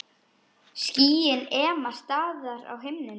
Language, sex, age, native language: Icelandic, female, 10, Icelandic